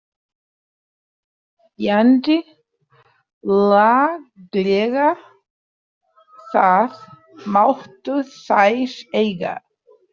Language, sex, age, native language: Icelandic, female, 30-39, Portuguese